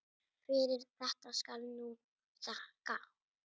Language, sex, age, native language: Icelandic, female, 6, Icelandic